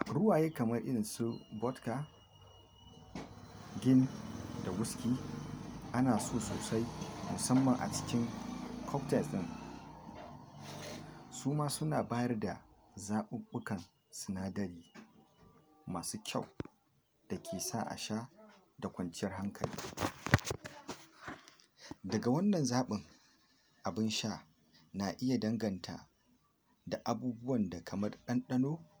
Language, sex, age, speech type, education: Hausa, male, 46-60, spontaneous, tertiary